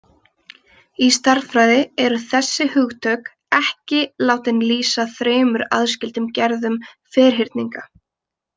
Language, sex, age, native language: Icelandic, female, 20-29, Icelandic